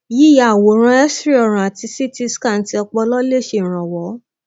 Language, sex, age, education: Yoruba, female, 30-45, tertiary